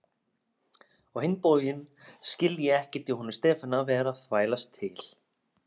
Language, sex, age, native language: Icelandic, male, 30-39, Icelandic